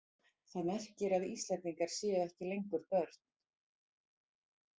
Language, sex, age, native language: Icelandic, female, 40-49, Icelandic